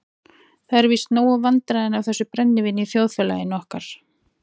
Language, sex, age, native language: Icelandic, female, 40-49, Icelandic